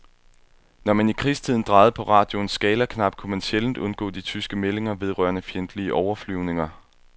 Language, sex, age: Danish, male, 21